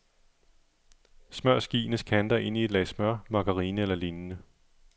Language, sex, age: Danish, male, 37